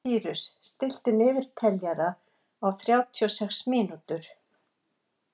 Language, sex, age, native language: Icelandic, female, 60-69, Icelandic